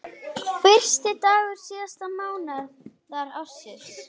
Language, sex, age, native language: Icelandic, female, 8, Icelandic